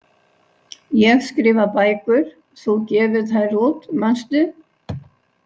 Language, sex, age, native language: Icelandic, female, 60-69, Icelandic